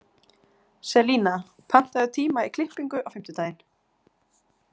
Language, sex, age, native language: Icelandic, female, 40-49, Icelandic